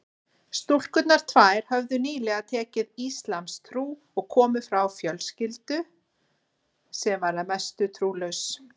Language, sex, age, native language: Icelandic, female, 40-49, Icelandic